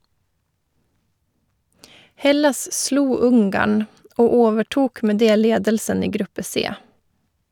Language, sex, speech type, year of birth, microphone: Norwegian, female, read, 1985, Shure